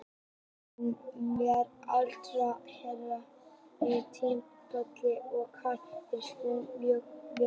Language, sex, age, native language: Icelandic, female, 30-39, Icelandic